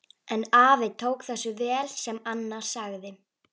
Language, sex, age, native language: Icelandic, female, 11, Icelandic